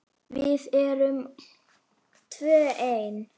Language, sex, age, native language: Icelandic, female, 9, Icelandic